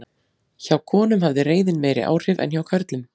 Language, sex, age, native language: Icelandic, female, 40-49, Icelandic